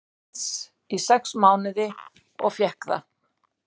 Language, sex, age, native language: Icelandic, female, 60-69, Icelandic